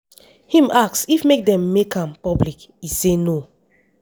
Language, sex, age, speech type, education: Nigerian Pidgin, female, 15-29, spontaneous, tertiary